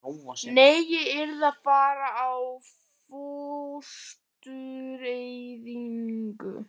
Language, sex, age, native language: Icelandic, male, 11, Icelandic